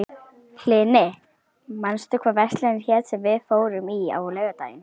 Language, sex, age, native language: Icelandic, female, 11, Icelandic